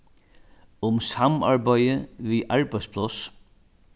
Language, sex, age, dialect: Faroese, male, 61+, Norðurstreymoy/Eysturoy